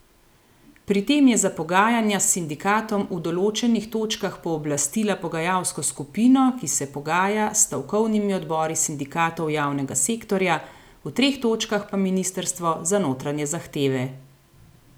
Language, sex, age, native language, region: Slovenian, female, 30-49, Slovenian, Gorenjska region